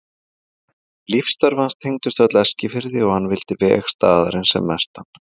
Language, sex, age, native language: Icelandic, male, 40-49, Icelandic